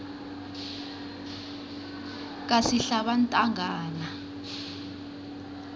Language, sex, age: South Ndebele, female, 23